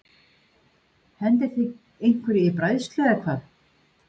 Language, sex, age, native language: Icelandic, female, 50-59, Icelandic